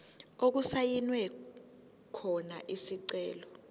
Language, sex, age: Zulu, female, 19